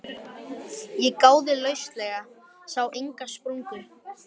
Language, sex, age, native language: Icelandic, male, 12, Icelandic